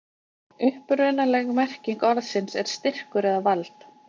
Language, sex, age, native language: Icelandic, female, 20-29, Icelandic